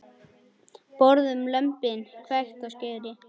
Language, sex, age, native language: Icelandic, male, 9, Icelandic